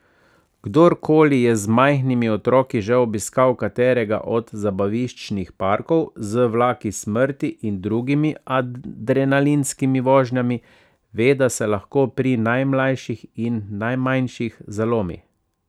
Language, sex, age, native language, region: Slovenian, male, 30-49, Slovenian, Savinja region